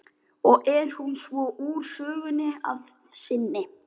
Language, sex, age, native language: Icelandic, male, 12, Icelandic